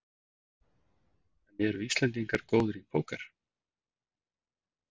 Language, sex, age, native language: Icelandic, male, 40-49, Icelandic